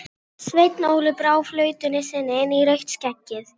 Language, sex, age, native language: Icelandic, female, 12, Icelandic